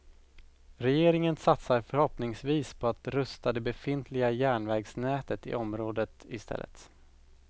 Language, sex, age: Swedish, male, 17